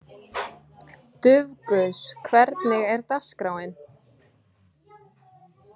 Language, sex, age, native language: Icelandic, female, 20-29, Icelandic